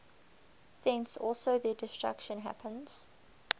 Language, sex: English, female